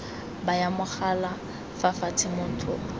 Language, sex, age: Tswana, female, 18